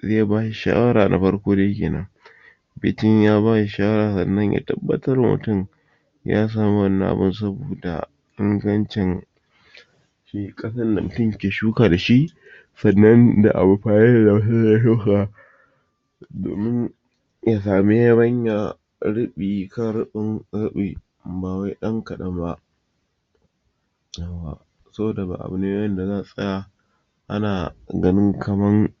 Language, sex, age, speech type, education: Hausa, male, 46-60, spontaneous, tertiary